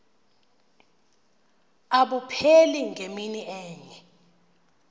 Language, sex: Xhosa, female